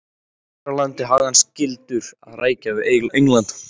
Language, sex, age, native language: Icelandic, male, 14, Icelandic